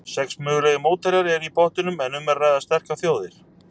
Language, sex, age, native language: Icelandic, male, 30-39, Icelandic